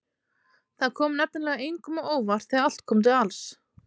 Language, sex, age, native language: Icelandic, female, 30-39, Icelandic